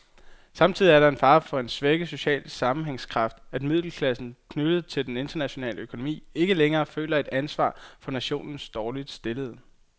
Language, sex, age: Danish, male, 22